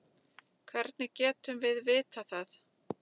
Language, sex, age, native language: Icelandic, male, 7, Icelandic